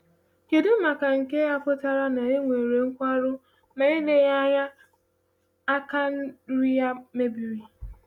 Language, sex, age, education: Igbo, female, 15-29, tertiary